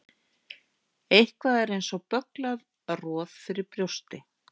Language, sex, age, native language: Icelandic, female, 50-59, Icelandic